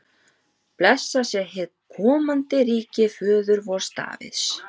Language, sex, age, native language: Icelandic, female, 30-39, Icelandic